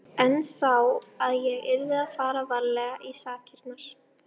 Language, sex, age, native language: Icelandic, female, 13, Icelandic